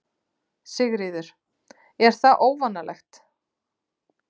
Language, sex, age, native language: Icelandic, female, 30-39, Icelandic